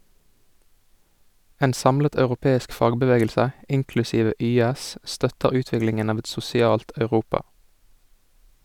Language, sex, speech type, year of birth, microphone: Norwegian, male, read, 1987, Sennheiser